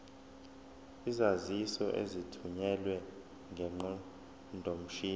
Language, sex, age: Zulu, male, 20